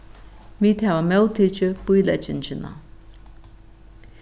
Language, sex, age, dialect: Faroese, female, 36-60, Norðuroyggjar